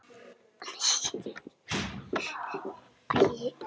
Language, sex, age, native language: Icelandic, male, 6, Icelandic